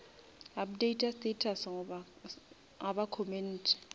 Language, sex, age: Northern Sotho, female, 27